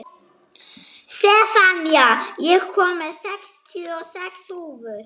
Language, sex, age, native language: Icelandic, male, 11, Icelandic